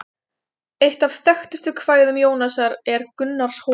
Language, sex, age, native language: Icelandic, female, 20-29, Icelandic